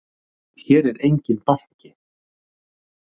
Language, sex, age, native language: Icelandic, male, 30-39, Icelandic